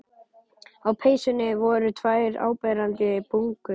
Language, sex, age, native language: Icelandic, male, 12, Icelandic